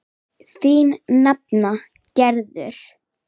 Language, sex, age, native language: Icelandic, female, 10, Icelandic